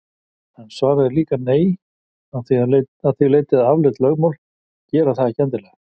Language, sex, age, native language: Icelandic, male, 50-59, Icelandic